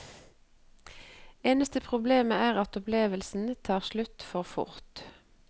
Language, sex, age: Norwegian, female, 48